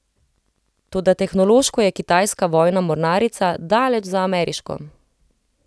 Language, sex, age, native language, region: Slovenian, female, 30-49, Slovenian, Central Slovenia